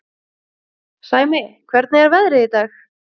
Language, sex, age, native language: Icelandic, female, 30-39, Icelandic